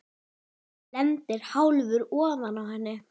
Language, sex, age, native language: Icelandic, female, 10, Icelandic